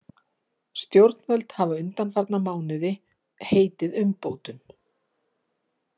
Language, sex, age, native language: Icelandic, female, 50-59, Icelandic